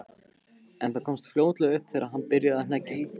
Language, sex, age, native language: Icelandic, male, 15, Icelandic